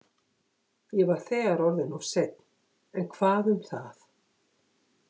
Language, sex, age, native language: Icelandic, female, 50-59, Icelandic